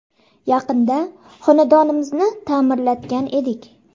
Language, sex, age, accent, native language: Uzbek, female, 18-24, Toshkent viloyati, Uzbek